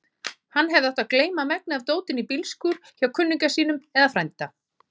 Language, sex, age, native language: Icelandic, female, 30-39, Icelandic